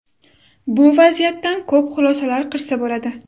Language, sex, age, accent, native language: Uzbek, female, under 19, Toshkent shahri, Uzbek